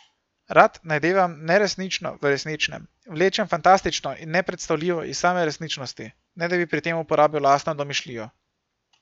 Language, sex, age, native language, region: Slovenian, male, 18-29, Slovenian, Gorenjska region